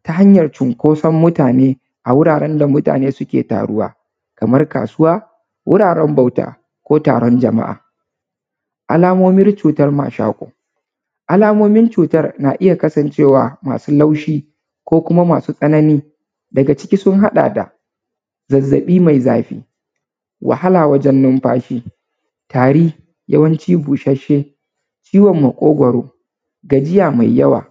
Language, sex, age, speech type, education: Hausa, female, 30-45, spontaneous, tertiary